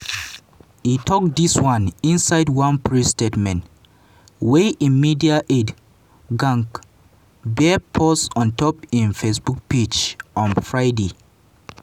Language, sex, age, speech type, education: Nigerian Pidgin, male, 15-29, spontaneous, tertiary